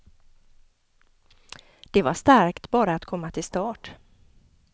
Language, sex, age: Swedish, female, 50